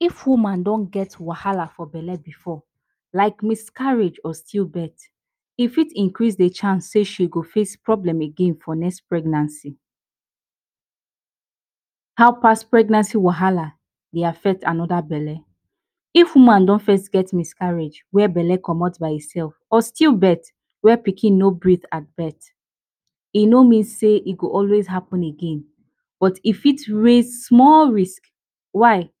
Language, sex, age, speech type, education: Nigerian Pidgin, female, 15-29, spontaneous, tertiary